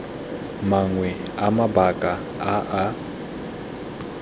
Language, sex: Tswana, male